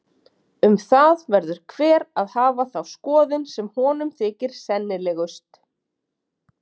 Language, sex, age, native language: Icelandic, female, 30-39, Icelandic